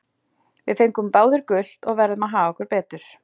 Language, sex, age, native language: Icelandic, female, 40-49, Icelandic